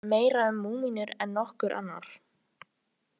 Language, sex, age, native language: Icelandic, female, 18-19, Icelandic